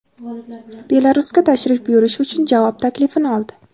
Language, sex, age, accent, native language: Uzbek, female, 18-24, Namangan, Uzbek